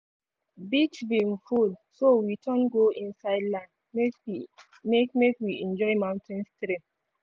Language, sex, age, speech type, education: Nigerian Pidgin, female, 15-29, spontaneous, tertiary